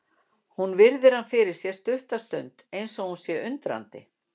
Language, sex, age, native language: Icelandic, female, 60-69, Icelandic